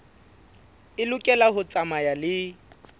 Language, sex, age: Southern Sotho, male, 21